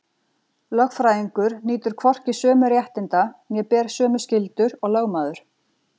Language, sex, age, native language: Icelandic, female, 40-49, Icelandic